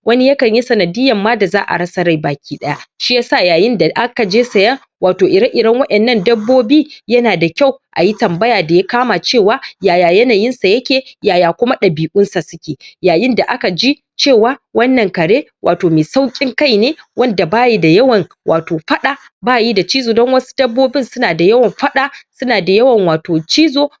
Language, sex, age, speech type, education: Hausa, female, 46-60, spontaneous, tertiary